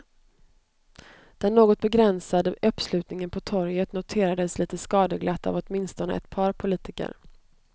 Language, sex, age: Swedish, female, 29